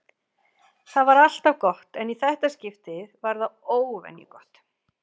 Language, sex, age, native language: Icelandic, female, 40-49, Icelandic